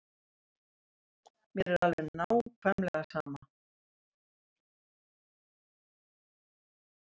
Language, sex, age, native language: Icelandic, female, 70-79, Icelandic